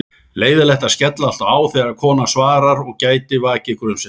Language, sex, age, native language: Icelandic, male, 40-49, Icelandic